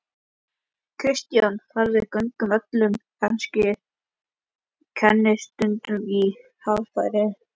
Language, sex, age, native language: Icelandic, male, 11, Icelandic